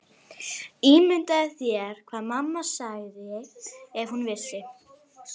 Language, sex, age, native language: Icelandic, female, 11, Icelandic